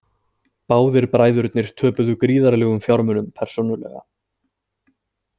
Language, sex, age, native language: Icelandic, male, 20-29, Icelandic